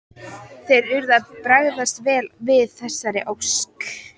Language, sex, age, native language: Icelandic, female, 14, Icelandic